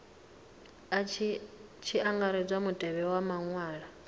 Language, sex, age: Venda, female, 39